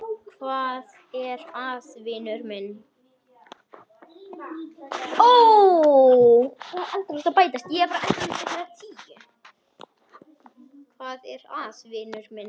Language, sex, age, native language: Icelandic, male, 10, Icelandic